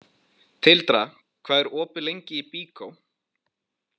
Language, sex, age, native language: Icelandic, male, 20-29, Icelandic